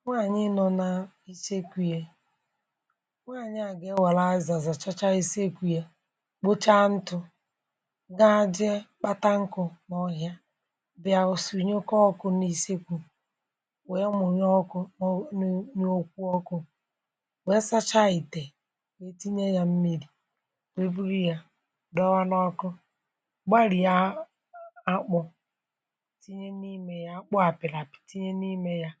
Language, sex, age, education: Igbo, female, 30-45, tertiary